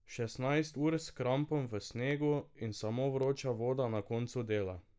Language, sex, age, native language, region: Slovenian, male, 18-29, Slovenian, Drava region